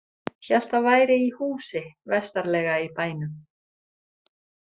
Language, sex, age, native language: Icelandic, female, 30-39, Icelandic